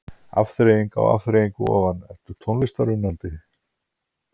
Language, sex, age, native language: Icelandic, male, 50-59, Icelandic